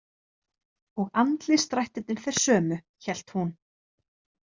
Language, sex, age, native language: Icelandic, female, 30-39, Icelandic